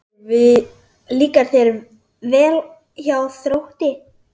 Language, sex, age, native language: Icelandic, female, 10, Icelandic